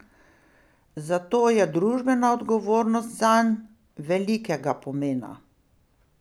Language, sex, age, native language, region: Slovenian, female, 60+, Slovenian, Pomurje region